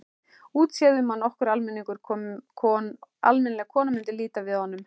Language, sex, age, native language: Icelandic, male, 11, Icelandic